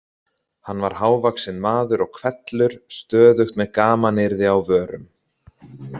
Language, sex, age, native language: Icelandic, male, 30-39, Icelandic